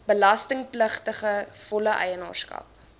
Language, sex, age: Afrikaans, female, 20